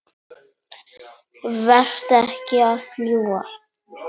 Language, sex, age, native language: Icelandic, male, 9, Polish